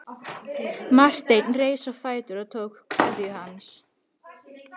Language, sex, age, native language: Icelandic, female, 13, Icelandic